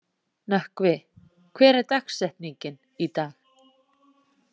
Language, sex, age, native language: Icelandic, female, 40-49, Icelandic